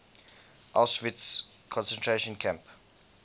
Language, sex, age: English, male, 20